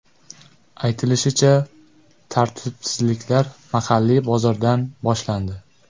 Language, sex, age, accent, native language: Uzbek, male, 18-24, Jizzax, Uzbek